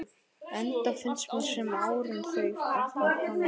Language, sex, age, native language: Icelandic, male, 11, Icelandic